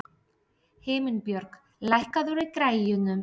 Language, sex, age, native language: Icelandic, female, 30-39, Polish